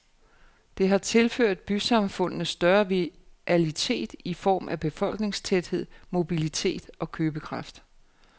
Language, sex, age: Danish, female, 49